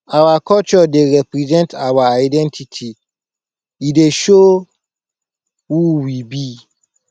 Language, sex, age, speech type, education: Nigerian Pidgin, male, 15-29, spontaneous, tertiary